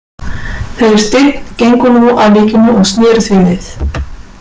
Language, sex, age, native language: Icelandic, female, 40-49, Icelandic